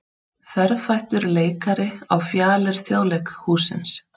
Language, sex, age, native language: Icelandic, female, 30-39, Icelandic